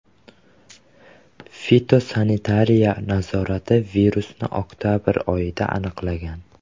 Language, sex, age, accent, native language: Uzbek, male, 12-17, Samarqand, Uzbek